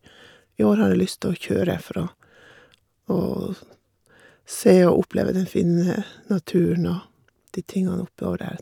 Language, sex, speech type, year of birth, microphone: Norwegian, female, spontaneous, 1958, Shure